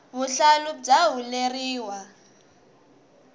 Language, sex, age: Tsonga, female, 19